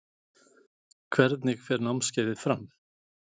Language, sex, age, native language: Icelandic, male, 40-49, Icelandic